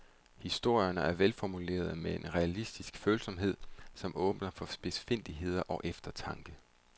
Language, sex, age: Danish, male, 31